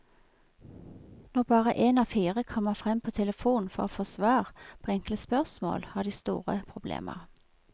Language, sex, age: Norwegian, female, 46